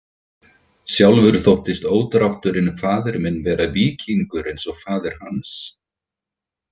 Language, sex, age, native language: Icelandic, male, 50-59, Icelandic